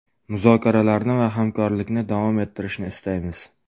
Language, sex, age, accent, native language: Uzbek, male, 18-24, Farg'ona, Uzbek